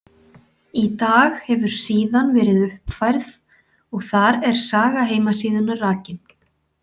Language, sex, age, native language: Icelandic, female, 40-49, Icelandic